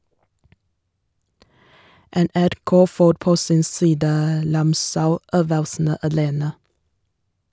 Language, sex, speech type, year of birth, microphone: Norwegian, female, read, 1987, Shure